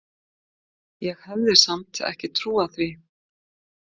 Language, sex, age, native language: Icelandic, female, 50-59, Icelandic